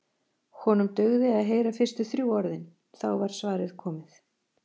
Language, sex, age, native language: Icelandic, female, 40-49, Icelandic